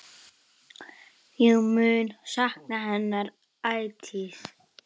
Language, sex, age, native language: Icelandic, female, 9, Icelandic